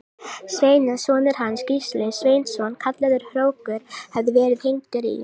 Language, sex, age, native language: Icelandic, female, 18-19, Icelandic